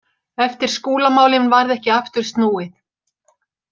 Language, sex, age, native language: Icelandic, female, 60-69, Icelandic